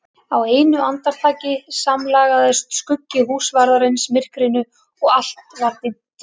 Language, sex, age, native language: Icelandic, female, 30-39, Icelandic